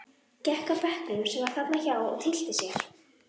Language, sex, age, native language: Icelandic, female, 11, Icelandic